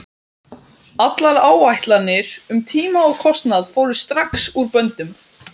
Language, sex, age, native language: Icelandic, male, 12, Icelandic